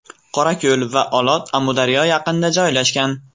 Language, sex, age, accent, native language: Uzbek, male, 18-24, Farg'ona, Uzbek